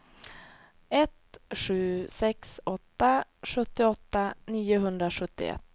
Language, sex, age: Swedish, female, 28